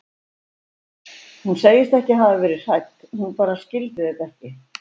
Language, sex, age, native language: Icelandic, female, 70-79, Icelandic